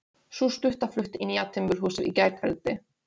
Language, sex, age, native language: Icelandic, female, 16, Polish